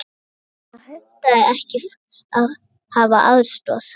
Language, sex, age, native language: Icelandic, male, 60-69, Icelandic